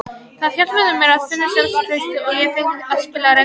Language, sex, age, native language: Icelandic, female, 18-19, Icelandic